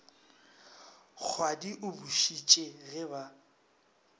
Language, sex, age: Northern Sotho, male, 24